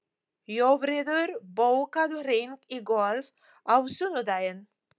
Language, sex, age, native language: Icelandic, female, 40-49, Polish